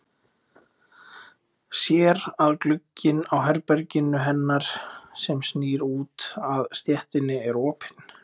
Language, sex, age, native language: Icelandic, male, 20-29, Icelandic